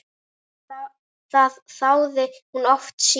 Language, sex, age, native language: Icelandic, female, 9, Icelandic